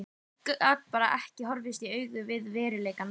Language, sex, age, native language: Icelandic, female, 12, Icelandic